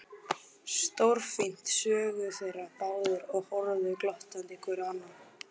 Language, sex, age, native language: Icelandic, male, 12, Icelandic